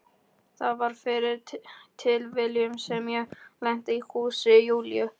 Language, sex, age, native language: Icelandic, male, 12, Polish